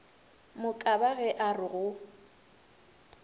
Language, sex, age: Northern Sotho, female, 23